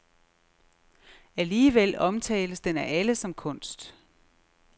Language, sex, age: Danish, female, 36